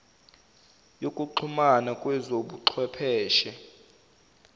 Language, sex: Zulu, male